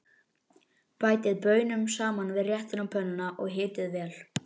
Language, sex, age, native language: Icelandic, male, 11, Icelandic